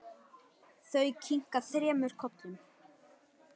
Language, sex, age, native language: Icelandic, male, 9, Icelandic